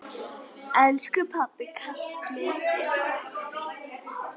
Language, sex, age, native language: Icelandic, female, 10, Icelandic